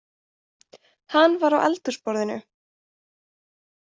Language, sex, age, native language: Icelandic, female, 20-29, Icelandic